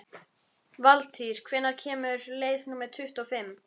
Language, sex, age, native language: Icelandic, female, 13, Icelandic